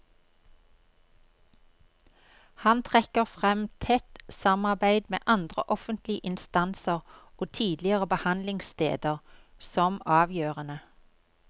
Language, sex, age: Norwegian, female, 53